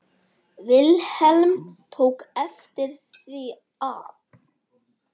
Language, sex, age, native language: Icelandic, male, 9, Icelandic